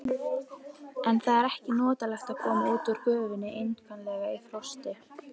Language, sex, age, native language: Icelandic, female, 18-19, Icelandic